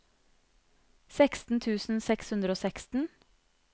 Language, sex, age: Norwegian, female, 30